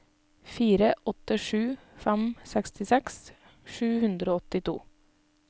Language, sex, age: Norwegian, female, 32